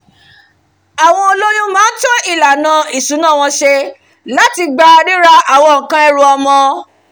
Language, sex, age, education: Yoruba, female, 46-60, tertiary